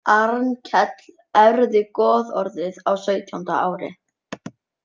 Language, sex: Icelandic, male